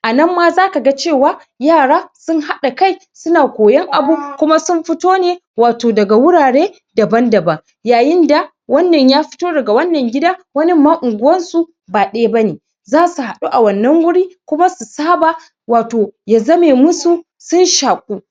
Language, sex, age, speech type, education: Hausa, male, 15-29, spontaneous, secondary